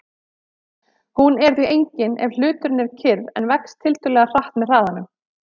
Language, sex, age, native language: Icelandic, female, 30-39, Icelandic